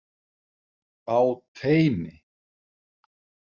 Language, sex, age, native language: Icelandic, male, 50-59, Icelandic